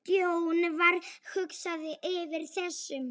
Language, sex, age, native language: Icelandic, female, 7, Polish